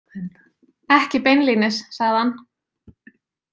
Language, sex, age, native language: Icelandic, female, 20-29, Icelandic